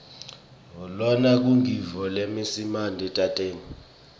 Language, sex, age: Swati, male, 24